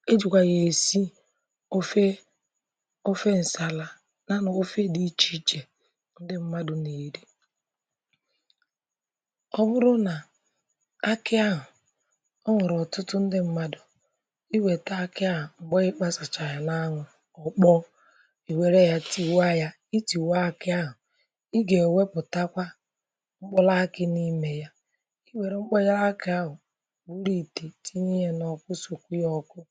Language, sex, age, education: Igbo, female, 30-45, tertiary